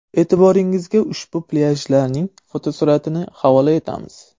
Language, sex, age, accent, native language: Uzbek, male, 12-17, Surxondaryo, Uzbek